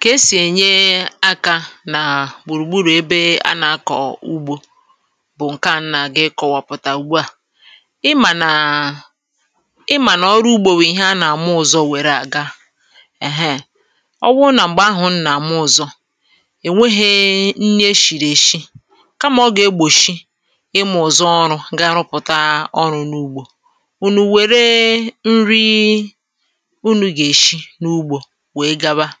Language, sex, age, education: Igbo, male, 30-45, tertiary